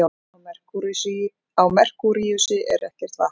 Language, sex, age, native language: Icelandic, female, 40-49, Icelandic